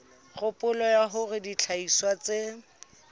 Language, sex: Southern Sotho, female